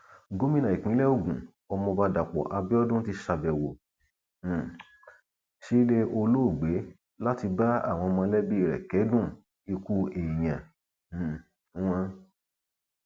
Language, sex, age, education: Yoruba, male, 30-45, tertiary